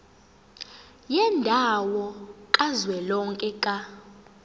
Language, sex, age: Zulu, female, 17